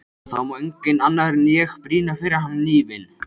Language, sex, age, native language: Icelandic, male, 13, Icelandic